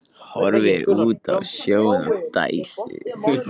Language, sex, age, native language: Icelandic, male, 14, Icelandic